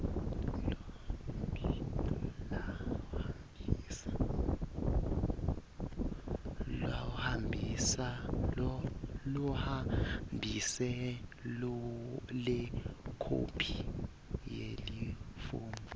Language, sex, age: Swati, male, 23